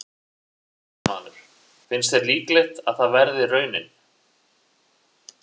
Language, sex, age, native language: Icelandic, male, 40-49, Icelandic